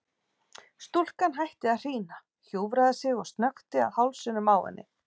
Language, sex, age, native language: Icelandic, female, 40-49, Icelandic